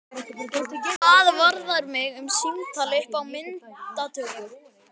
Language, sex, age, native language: Icelandic, male, 12, Icelandic